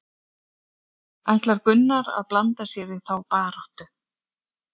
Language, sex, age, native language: Icelandic, female, 40-49, Icelandic